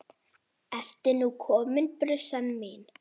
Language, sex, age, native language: Icelandic, female, 9, Icelandic